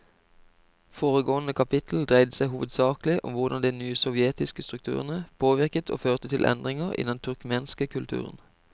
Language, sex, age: Norwegian, male, 25